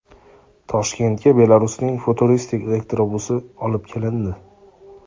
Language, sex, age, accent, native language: Uzbek, male, 18-24, Andijon, Uzbek